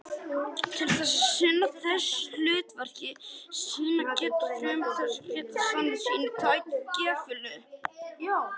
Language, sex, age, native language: Icelandic, female, 50-59, Icelandic